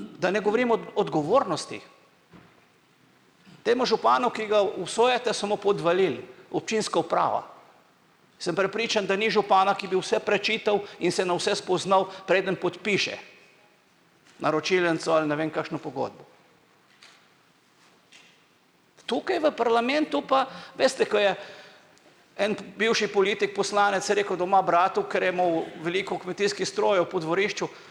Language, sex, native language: Slovenian, male, Slovenian